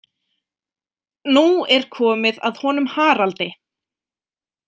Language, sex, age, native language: Icelandic, female, 20-29, Icelandic